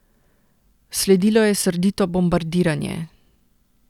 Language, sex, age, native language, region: Slovenian, female, 30-49, Slovenian, Central Slovenia